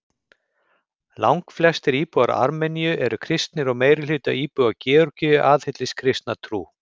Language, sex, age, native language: Icelandic, male, 50-59, Icelandic